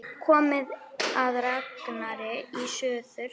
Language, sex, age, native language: Icelandic, female, 9, Icelandic